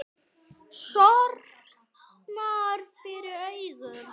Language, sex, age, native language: Icelandic, male, 9, Icelandic